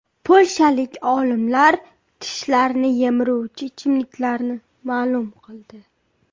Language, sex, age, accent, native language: Uzbek, female, 18-24, Toshkent viloyati, Uzbek